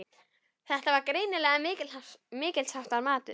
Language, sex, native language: Icelandic, female, Icelandic